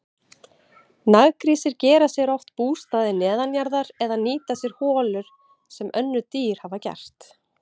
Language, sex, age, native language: Icelandic, female, 30-39, Icelandic